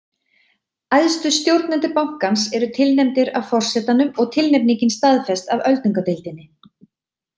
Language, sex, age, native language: Icelandic, female, 30-39, Icelandic